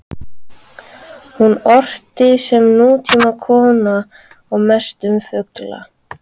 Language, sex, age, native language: Icelandic, female, 13, Icelandic